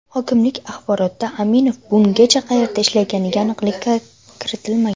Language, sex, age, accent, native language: Uzbek, female, 19-29, Namangan, Uzbek